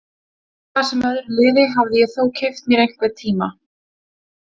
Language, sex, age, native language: Icelandic, female, 20-29, Icelandic